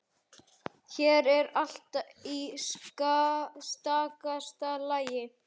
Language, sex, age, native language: Icelandic, male, 11, Icelandic